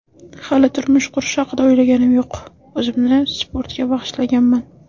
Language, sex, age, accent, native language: Uzbek, female, 18-24, Samarqand, Uzbek